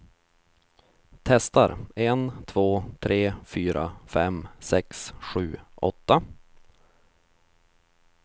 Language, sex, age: Swedish, male, 31